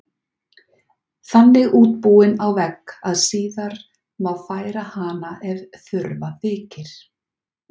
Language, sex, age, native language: Icelandic, female, 40-49, Icelandic